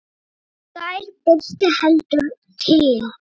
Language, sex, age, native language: Icelandic, male, 9, Icelandic